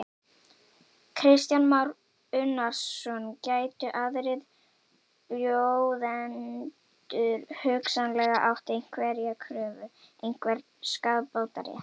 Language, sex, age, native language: Icelandic, female, 18-19, Icelandic